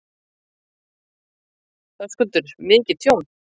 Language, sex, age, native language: Icelandic, female, 50-59, Icelandic